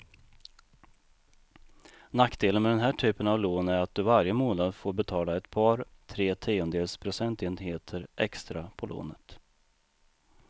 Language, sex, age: Swedish, male, 39